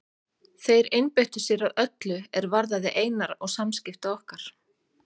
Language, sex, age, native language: Icelandic, female, 30-39, Icelandic